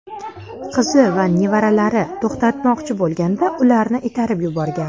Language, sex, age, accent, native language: Uzbek, female, 19-29, Andijon, Uzbek